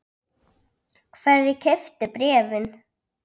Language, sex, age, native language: Icelandic, female, 9, Icelandic